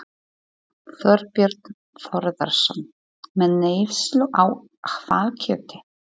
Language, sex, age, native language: Icelandic, female, 40-49, Polish